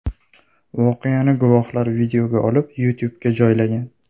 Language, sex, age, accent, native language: Uzbek, male, 18-24, Namangan, Uzbek